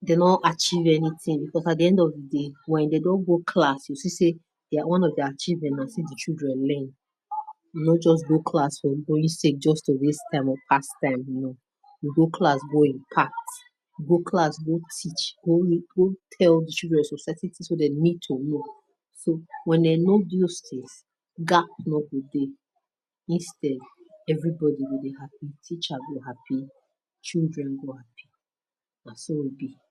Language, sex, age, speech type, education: Nigerian Pidgin, female, 30-45, spontaneous, tertiary